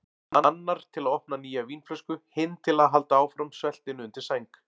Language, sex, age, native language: Icelandic, male, 40-49, Icelandic